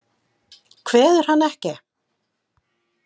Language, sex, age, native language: Icelandic, female, 50-59, Icelandic